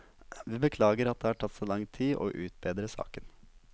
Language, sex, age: Norwegian, male, 27